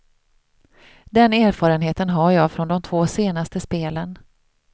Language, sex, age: Swedish, female, 38